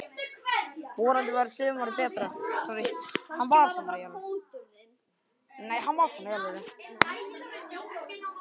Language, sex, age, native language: Icelandic, male, 10, Icelandic